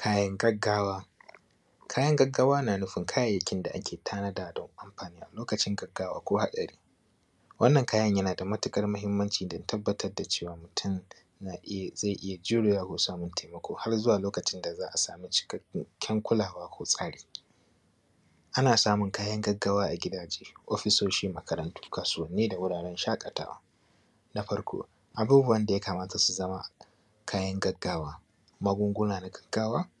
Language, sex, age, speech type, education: Hausa, male, 15-29, spontaneous, primary